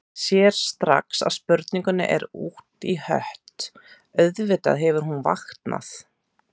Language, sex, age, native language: Icelandic, female, 30-39, Icelandic